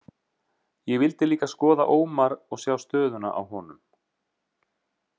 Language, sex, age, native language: Icelandic, male, 30-39, Icelandic